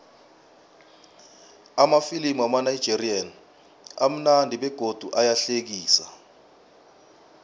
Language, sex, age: South Ndebele, male, 24